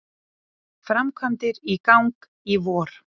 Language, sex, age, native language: Icelandic, female, 40-49, Icelandic